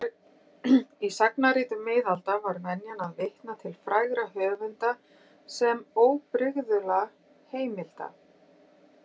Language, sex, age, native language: Icelandic, female, 40-49, Icelandic